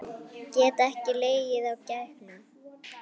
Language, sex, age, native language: Icelandic, male, 10, Icelandic